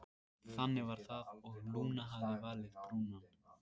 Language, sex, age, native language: Icelandic, male, 14, Icelandic